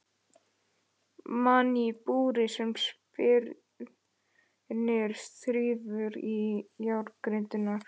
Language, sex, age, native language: Icelandic, male, 11, Icelandic